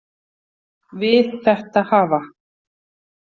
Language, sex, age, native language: Icelandic, female, 50-59, Icelandic